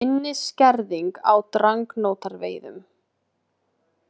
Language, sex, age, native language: Icelandic, female, 20-29, Icelandic